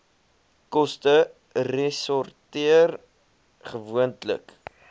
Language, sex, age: Afrikaans, male, 21